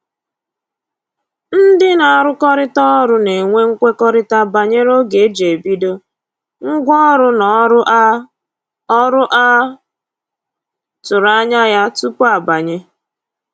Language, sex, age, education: Igbo, female, 30-45, tertiary